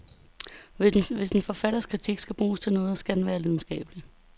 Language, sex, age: Danish, female, 32